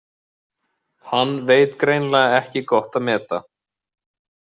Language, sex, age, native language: Icelandic, male, 30-39, Icelandic